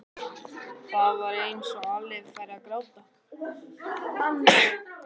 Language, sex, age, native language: Icelandic, male, 11, Icelandic